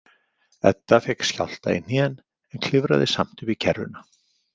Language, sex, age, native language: Icelandic, male, 50-59, Icelandic